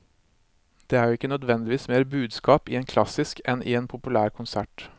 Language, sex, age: Norwegian, male, 26